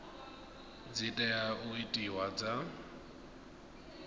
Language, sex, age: Venda, male, 22